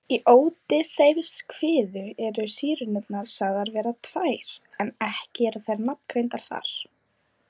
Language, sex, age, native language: Icelandic, female, 20-29, Icelandic